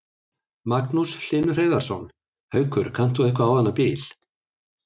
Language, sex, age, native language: Icelandic, male, 60-69, Icelandic